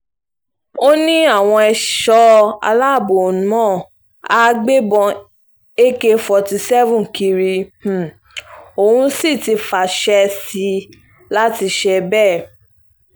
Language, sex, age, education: Yoruba, female, 15-29, tertiary